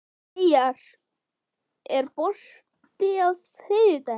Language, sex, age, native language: Icelandic, female, 12, Icelandic